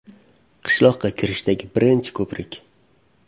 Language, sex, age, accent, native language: Uzbek, male, 18-24, Farg'ona, Uzbek